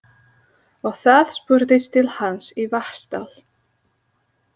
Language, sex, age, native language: Icelandic, female, 30-39, Slovak